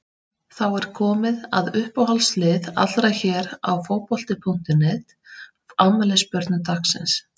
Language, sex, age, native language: Icelandic, female, 30-39, Icelandic